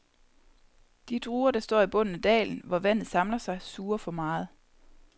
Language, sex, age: Danish, female, 30